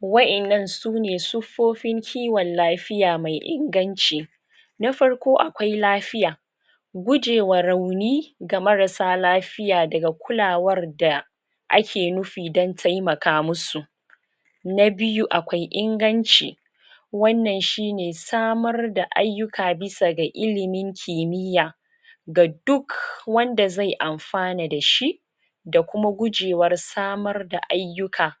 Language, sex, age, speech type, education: Hausa, female, 30-45, spontaneous, tertiary